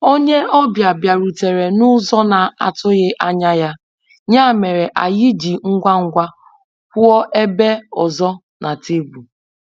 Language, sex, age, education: Igbo, female, 30-45, tertiary